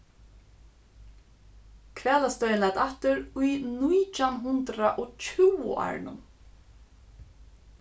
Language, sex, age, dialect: Faroese, female, 15-35, Suðurstreymoy